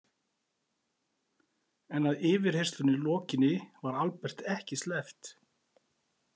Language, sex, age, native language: Icelandic, male, 40-49, Icelandic